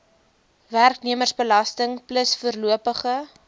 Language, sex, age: Afrikaans, female, 22